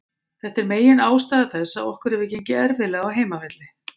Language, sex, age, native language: Icelandic, female, 50-59, Icelandic